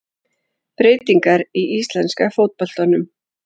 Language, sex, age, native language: Icelandic, female, 40-49, Icelandic